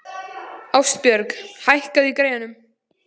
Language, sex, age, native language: Icelandic, female, 14, Icelandic